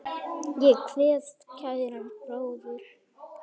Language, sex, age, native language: Icelandic, male, 9, Icelandic